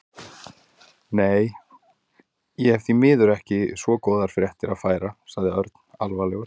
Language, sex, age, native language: Icelandic, male, 40-49, Icelandic